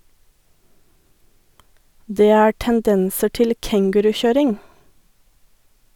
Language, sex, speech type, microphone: Norwegian, female, read, Sennheiser